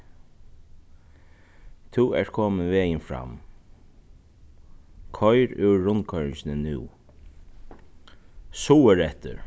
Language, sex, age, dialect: Faroese, male, 36-60, Suðuroy